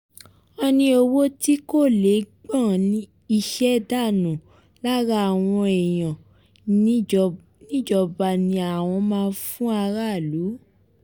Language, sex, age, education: Yoruba, female, 15-29, tertiary